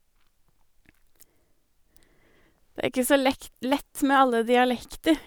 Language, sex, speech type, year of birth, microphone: Norwegian, female, spontaneous, 1983, Sennheiser